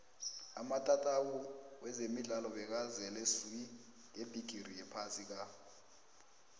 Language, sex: South Ndebele, female